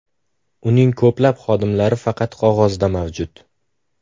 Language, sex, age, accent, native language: Uzbek, male, under 19, Farg'ona, Uzbek